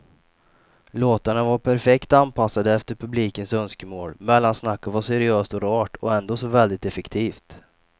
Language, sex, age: Swedish, male, 28